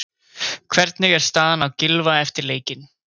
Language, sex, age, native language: Icelandic, male, 20-29, Icelandic